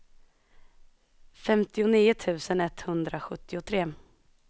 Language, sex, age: Swedish, female, 21